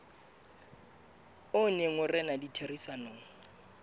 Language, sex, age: Southern Sotho, male, 25